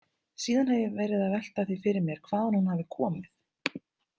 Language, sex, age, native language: Icelandic, female, 30-39, Icelandic